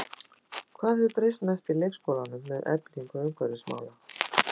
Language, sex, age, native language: Icelandic, female, 60-69, Icelandic